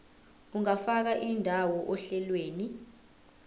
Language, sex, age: Zulu, female, 20